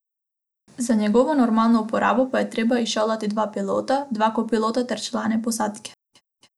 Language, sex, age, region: Slovenian, female, 18-29, Abroad